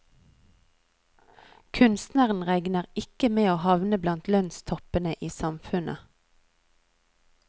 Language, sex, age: Norwegian, female, 39